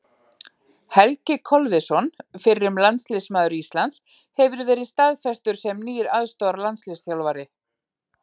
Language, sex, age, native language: Icelandic, female, 40-49, Icelandic